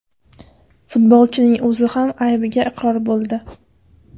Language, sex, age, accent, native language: Uzbek, female, 25-34, Qashqadaryo, Uzbek